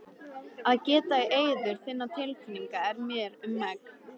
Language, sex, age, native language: Icelandic, female, 13, Icelandic